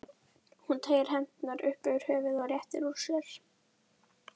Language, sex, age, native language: Icelandic, female, 11, Icelandic